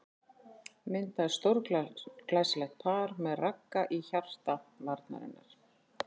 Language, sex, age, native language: Icelandic, female, 40-49, Icelandic